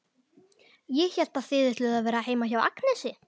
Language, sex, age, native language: Icelandic, male, 11, Icelandic